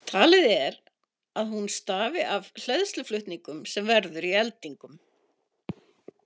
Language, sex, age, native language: Icelandic, female, 50-59, Icelandic